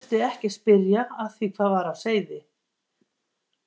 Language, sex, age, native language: Icelandic, female, 50-59, Icelandic